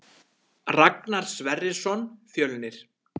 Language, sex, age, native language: Icelandic, male, 30-39, Icelandic